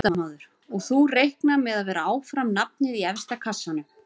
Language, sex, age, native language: Icelandic, female, 30-39, Icelandic